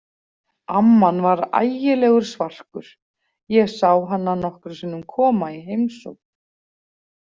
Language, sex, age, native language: Icelandic, female, 40-49, Icelandic